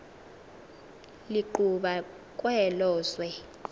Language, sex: Xhosa, female